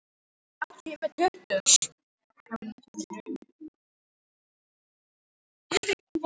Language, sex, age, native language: Icelandic, female, 18-19, Icelandic